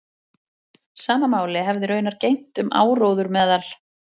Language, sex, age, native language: Icelandic, female, 40-49, Icelandic